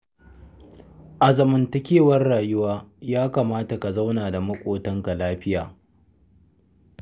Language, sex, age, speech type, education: Hausa, male, 30-45, read, secondary